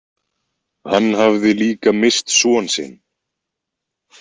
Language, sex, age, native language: Icelandic, male, 20-29, Icelandic